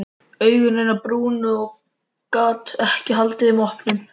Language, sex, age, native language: Icelandic, male, 13, Icelandic